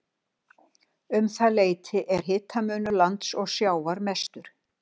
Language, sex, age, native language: Icelandic, female, 60-69, Icelandic